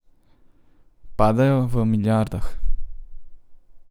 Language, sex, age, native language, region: Slovenian, male, 30-49, Slovenian, Central Slovenia